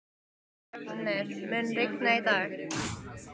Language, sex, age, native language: Icelandic, female, 15, Icelandic